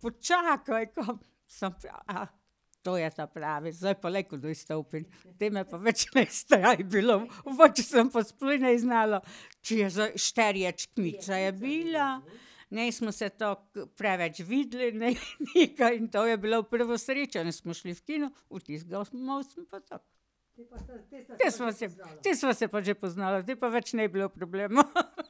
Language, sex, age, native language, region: Slovenian, female, 60+, Slovenian, Pomurje region